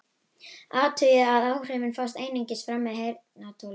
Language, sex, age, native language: Icelandic, female, 18-19, Icelandic